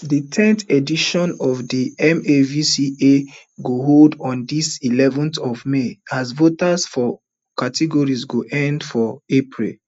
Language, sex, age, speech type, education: Nigerian Pidgin, male, 30-45, spontaneous, tertiary